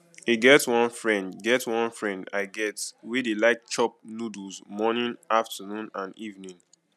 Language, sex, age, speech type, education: Nigerian Pidgin, male, 15-29, spontaneous, tertiary